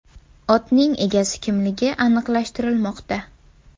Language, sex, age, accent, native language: Uzbek, female, 18-24, Toshkent viloyati, Uzbek